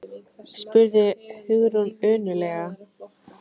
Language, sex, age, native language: Icelandic, female, 18-19, Icelandic